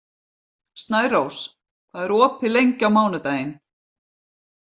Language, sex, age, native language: Icelandic, female, 50-59, Icelandic